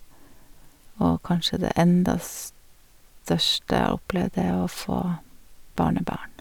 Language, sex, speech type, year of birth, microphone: Norwegian, female, spontaneous, 1952, Sennheiser